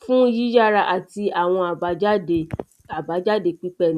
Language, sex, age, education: Yoruba, female, 30-45, tertiary